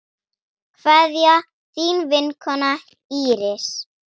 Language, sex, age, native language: Icelandic, female, 9, Icelandic